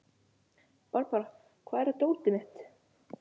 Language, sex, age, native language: Icelandic, male, 11, Icelandic